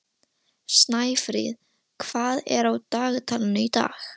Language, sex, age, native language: Icelandic, female, 13, Russian